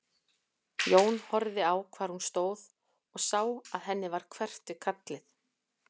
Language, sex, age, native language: Icelandic, female, 40-49, Icelandic